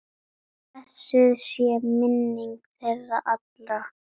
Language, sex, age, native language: Icelandic, female, 10, Icelandic